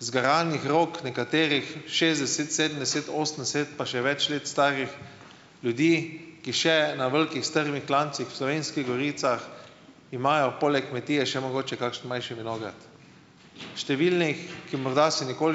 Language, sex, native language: Slovenian, male, Slovenian